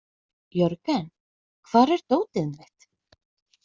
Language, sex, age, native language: Icelandic, female, 20-29, Icelandic